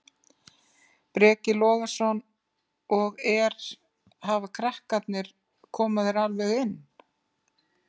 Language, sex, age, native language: Icelandic, female, 50-59, Icelandic